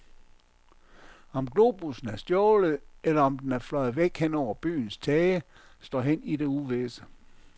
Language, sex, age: Danish, male, 57